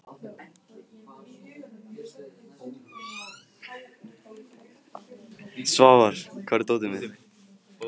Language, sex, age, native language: Icelandic, male, 15, Icelandic